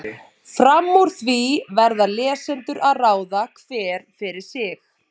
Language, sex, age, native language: Icelandic, female, 30-39, Icelandic